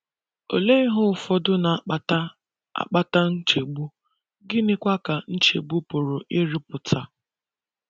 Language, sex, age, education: Igbo, female, 15-29, tertiary